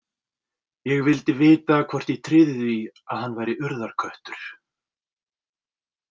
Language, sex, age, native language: Icelandic, male, 40-49, Icelandic